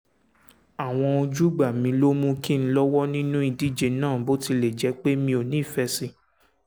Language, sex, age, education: Yoruba, male, 15-29, secondary